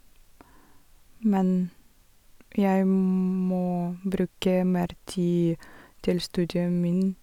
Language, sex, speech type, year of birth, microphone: Norwegian, female, spontaneous, 1982, Sennheiser